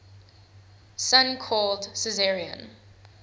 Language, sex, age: English, female, 21